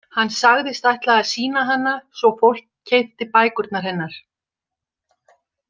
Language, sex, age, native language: Icelandic, female, 60-69, Icelandic